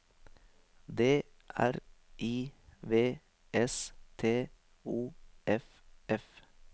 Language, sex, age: Norwegian, male, 23